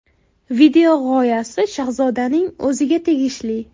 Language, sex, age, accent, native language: Uzbek, female, 18-24, Buxoro, Uzbek